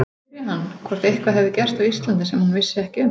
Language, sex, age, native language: Icelandic, female, 40-49, Icelandic